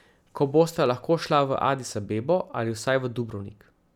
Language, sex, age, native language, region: Slovenian, male, 30-49, Slovenian, Central Slovenia